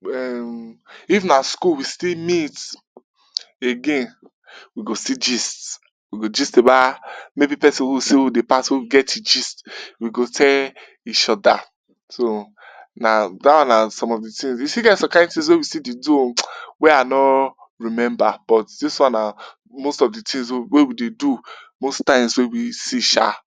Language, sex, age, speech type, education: Nigerian Pidgin, male, 15-29, spontaneous, tertiary